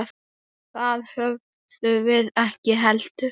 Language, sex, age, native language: Icelandic, male, 8, Icelandic